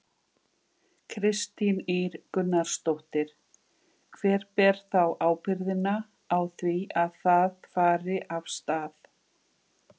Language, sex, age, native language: Icelandic, female, 50-59, Icelandic